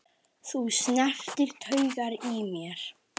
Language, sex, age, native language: Icelandic, male, 9, Icelandic